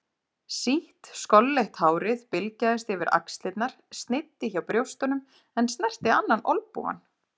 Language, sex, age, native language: Icelandic, female, 30-39, Icelandic